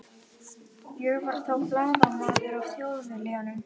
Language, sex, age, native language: Icelandic, male, 11, Icelandic